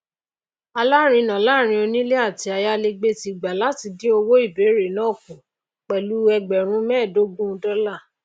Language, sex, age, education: Yoruba, female, 30-45, tertiary